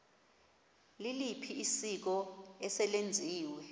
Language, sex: Xhosa, female